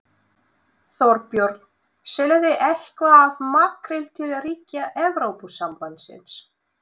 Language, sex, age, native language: Icelandic, female, 20-29, Russian